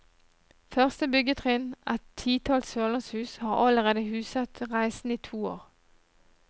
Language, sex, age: Norwegian, female, 37